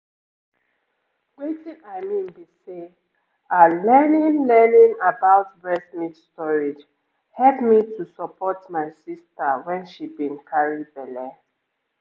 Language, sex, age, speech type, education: Nigerian Pidgin, female, 15-29, spontaneous, tertiary